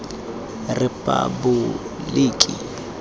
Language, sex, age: Tswana, male, 22